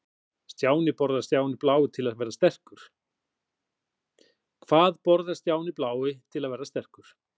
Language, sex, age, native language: Icelandic, male, 40-49, Icelandic